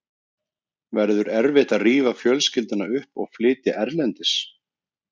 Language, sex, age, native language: Icelandic, male, 30-39, Icelandic